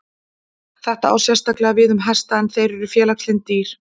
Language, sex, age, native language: Icelandic, female, 40-49, Icelandic